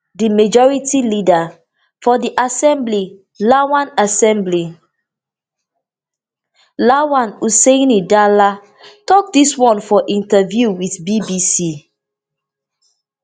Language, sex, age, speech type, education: Nigerian Pidgin, female, 30-45, spontaneous, tertiary